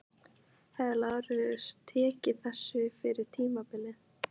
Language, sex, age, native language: Icelandic, female, 15, Icelandic